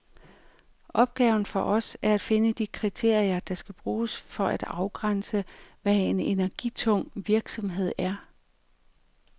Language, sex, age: Danish, female, 45